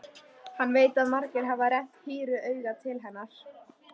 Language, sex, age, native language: Icelandic, female, 13, Icelandic